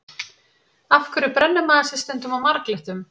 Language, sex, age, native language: Icelandic, female, 30-39, Icelandic